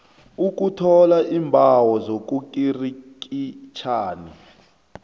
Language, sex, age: South Ndebele, male, 29